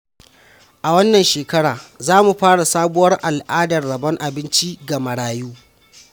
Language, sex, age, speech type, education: Hausa, male, 15-29, read, primary